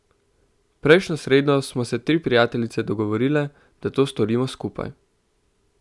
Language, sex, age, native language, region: Slovenian, male, 18-29, Slovenian, Central Slovenia